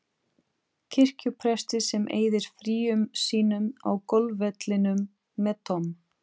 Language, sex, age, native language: Icelandic, female, 30-39, Portuguese